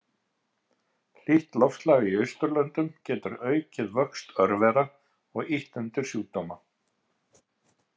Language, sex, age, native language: Icelandic, male, 50-59, Icelandic